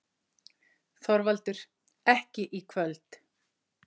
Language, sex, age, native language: Icelandic, female, 50-59, Icelandic